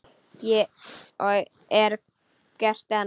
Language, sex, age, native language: Icelandic, female, 10, Icelandic